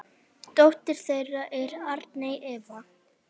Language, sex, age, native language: Icelandic, female, 8, Icelandic